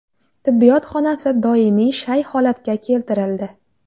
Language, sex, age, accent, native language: Uzbek, female, 19-29, Jizzax, Uzbek